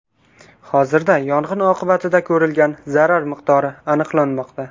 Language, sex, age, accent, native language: Uzbek, male, 19-29, Qashqadaryo, Uzbek